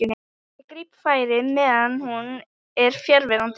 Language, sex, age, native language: Icelandic, female, 11, Icelandic